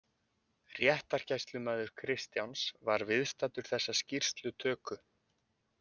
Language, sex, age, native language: Icelandic, male, 20-29, Icelandic